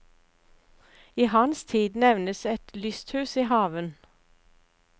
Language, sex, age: Norwegian, female, 59